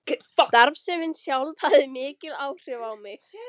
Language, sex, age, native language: Icelandic, female, 13, Icelandic